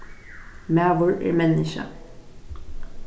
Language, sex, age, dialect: Faroese, female, 15-35, Vágar